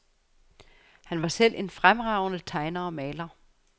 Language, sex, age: Danish, female, 49